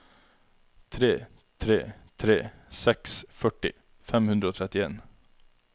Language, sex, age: Norwegian, male, 33